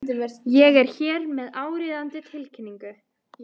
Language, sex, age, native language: Icelandic, female, 13, Icelandic